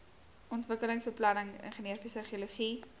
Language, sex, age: Afrikaans, female, 18